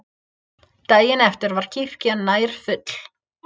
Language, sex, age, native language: Icelandic, female, 30-39, English